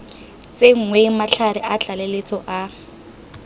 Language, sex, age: Tswana, female, 19